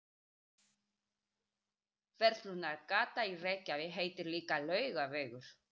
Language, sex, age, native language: Icelandic, female, 30-39, Icelandic